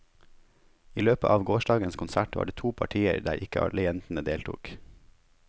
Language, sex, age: Norwegian, male, 21